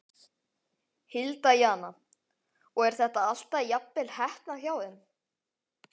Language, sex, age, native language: Icelandic, male, 11, Icelandic